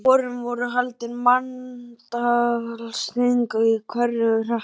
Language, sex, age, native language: Icelandic, male, 12, Icelandic